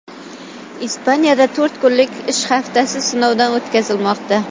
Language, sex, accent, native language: Uzbek, female, Toshkent shahri, Uzbek